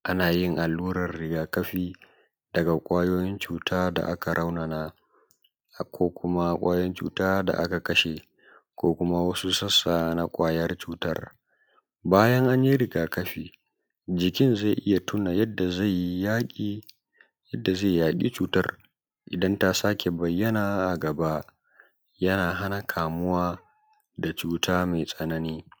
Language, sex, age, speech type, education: Hausa, male, 15-29, spontaneous, secondary